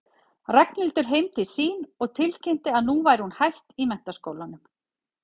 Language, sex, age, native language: Icelandic, female, 40-49, Icelandic